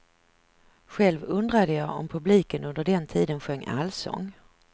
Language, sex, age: Swedish, female, 49